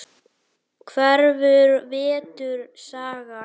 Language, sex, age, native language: Icelandic, female, 9, Icelandic